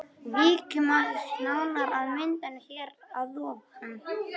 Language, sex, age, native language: Icelandic, male, 21, Icelandic